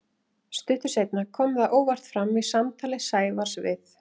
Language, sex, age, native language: Icelandic, female, 30-39, Icelandic